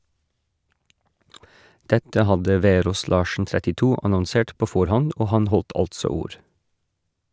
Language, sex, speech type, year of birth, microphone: Norwegian, male, read, 1981, Shure